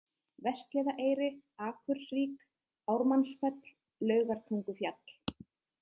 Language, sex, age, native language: Icelandic, female, 30-39, Icelandic